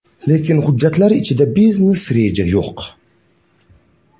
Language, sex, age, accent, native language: Uzbek, male, 18-24, Andijon, Uzbek